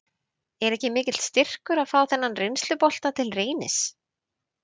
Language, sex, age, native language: Icelandic, female, 30-39, Icelandic